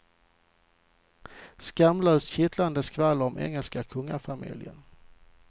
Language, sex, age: Swedish, male, 40